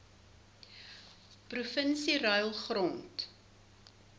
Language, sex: Afrikaans, female